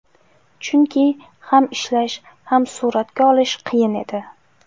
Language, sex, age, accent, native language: Uzbek, female, 18-24, Jizzax, Uzbek